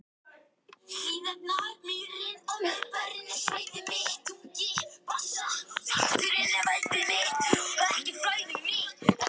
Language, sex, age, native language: Icelandic, male, 13, Icelandic